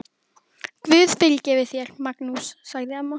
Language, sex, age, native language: Icelandic, female, 12, Icelandic